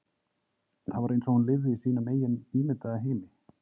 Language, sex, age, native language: Icelandic, male, 30-39, Icelandic